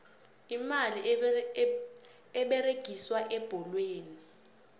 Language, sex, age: South Ndebele, female, 20